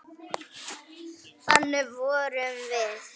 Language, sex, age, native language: Icelandic, female, 9, Icelandic